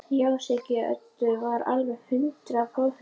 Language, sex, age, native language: Icelandic, female, 11, Icelandic